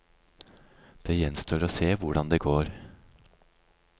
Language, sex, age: Norwegian, male, 36